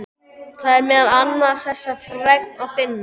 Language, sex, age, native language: Icelandic, male, 12, Icelandic